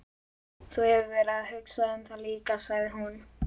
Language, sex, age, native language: Icelandic, male, 11, Icelandic